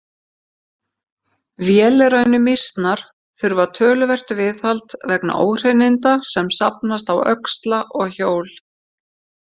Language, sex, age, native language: Icelandic, female, 50-59, Icelandic